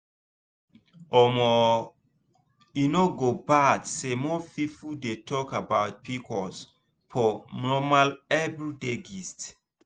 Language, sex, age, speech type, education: Nigerian Pidgin, male, 15-29, spontaneous, tertiary